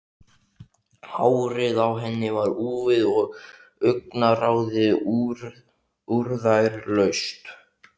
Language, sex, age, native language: Icelandic, male, 15, Icelandic